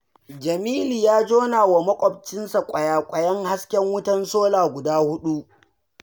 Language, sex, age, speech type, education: Hausa, male, 15-29, read, secondary